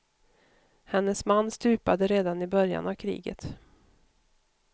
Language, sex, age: Swedish, female, 52